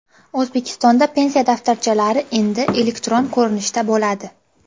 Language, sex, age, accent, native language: Uzbek, female, 18-24, Qashqadaryo, Uzbek